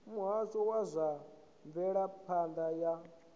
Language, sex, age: Venda, male, 19